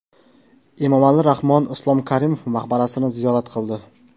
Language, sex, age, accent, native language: Uzbek, male, 19-29, Qashqadaryo, Uzbek